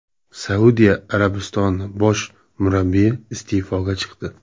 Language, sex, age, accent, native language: Uzbek, male, 25-34, Namangan, Uzbek